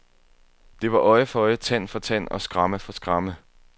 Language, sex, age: Danish, male, 21